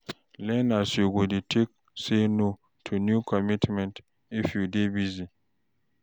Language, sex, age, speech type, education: Nigerian Pidgin, male, 46-60, read, tertiary